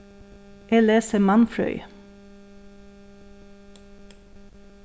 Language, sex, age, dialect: Faroese, female, 36-60, Suðurstreymoy